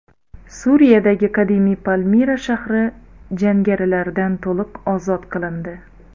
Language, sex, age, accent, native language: Uzbek, female, 30-39, Xorazm, Uzbek